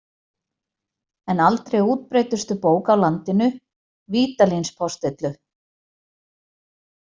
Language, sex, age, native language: Icelandic, female, 40-49, Icelandic